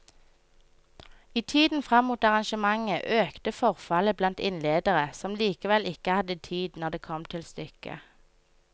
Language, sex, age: Norwegian, female, 24